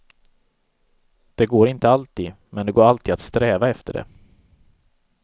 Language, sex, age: Swedish, male, 37